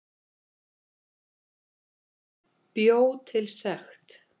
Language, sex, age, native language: Icelandic, female, 50-59, Icelandic